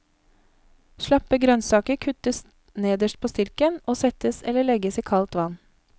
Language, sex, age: Norwegian, female, 31